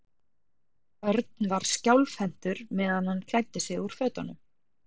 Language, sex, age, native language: Icelandic, female, 40-49, Icelandic